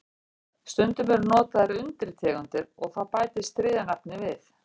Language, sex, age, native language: Icelandic, female, 60-69, Icelandic